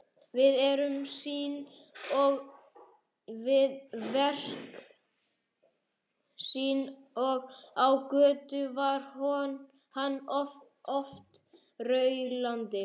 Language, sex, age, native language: Icelandic, male, 11, Icelandic